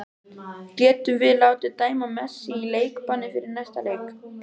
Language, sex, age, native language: Icelandic, female, 12, Icelandic